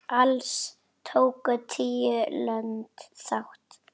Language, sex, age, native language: Icelandic, female, 9, Icelandic